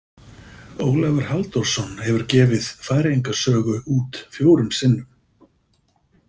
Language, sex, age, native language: Icelandic, male, 50-59, Icelandic